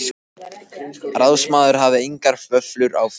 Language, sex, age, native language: Icelandic, male, 14, Icelandic